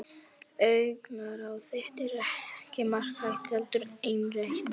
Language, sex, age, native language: Icelandic, female, 11, Icelandic